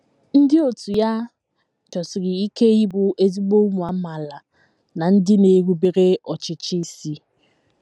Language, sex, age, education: Igbo, female, 15-29, tertiary